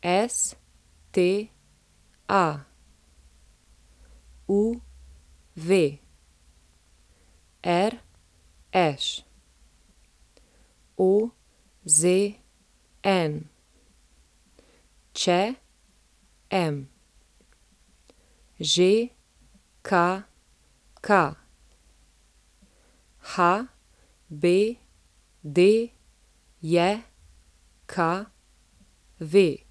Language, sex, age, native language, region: Slovenian, female, 30-49, Slovenian, Central Slovenia